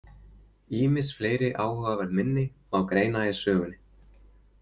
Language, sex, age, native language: Icelandic, male, 20-29, Icelandic